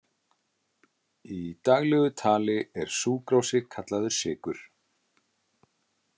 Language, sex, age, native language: Icelandic, male, 30-39, Icelandic